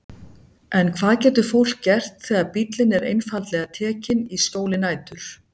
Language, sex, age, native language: Icelandic, female, 60-69, Icelandic